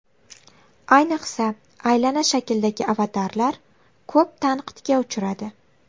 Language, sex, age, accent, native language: Uzbek, female, 18-24, Navoiy, Uzbek